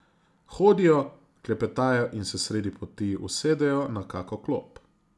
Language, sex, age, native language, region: Slovenian, male, 30-49, Slovenian, Zasavska region